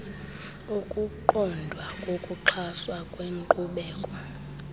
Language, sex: Xhosa, female